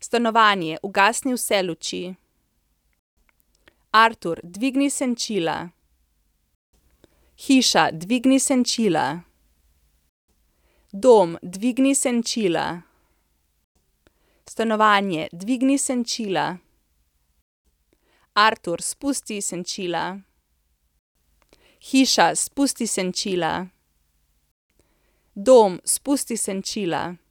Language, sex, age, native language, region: Slovenian, female, 30-49, Slovenian, Central Slovenia